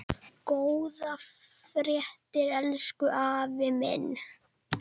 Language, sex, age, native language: Icelandic, male, 10, Icelandic